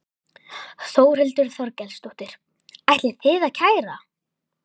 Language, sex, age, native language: Icelandic, male, 11, Icelandic